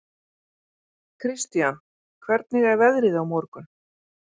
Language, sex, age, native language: Icelandic, female, 40-49, Icelandic